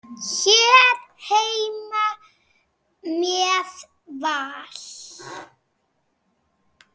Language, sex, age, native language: Icelandic, female, 7, Icelandic